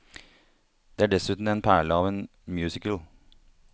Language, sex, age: Norwegian, male, 30